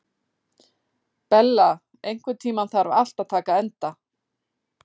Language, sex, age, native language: Icelandic, female, 40-49, Icelandic